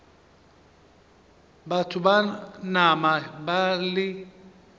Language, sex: Northern Sotho, male